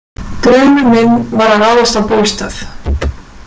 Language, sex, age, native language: Icelandic, female, 40-49, Icelandic